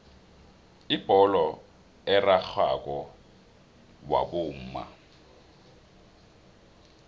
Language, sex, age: South Ndebele, male, 26